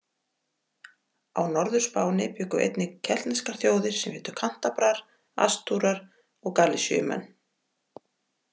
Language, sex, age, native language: Icelandic, female, 40-49, Icelandic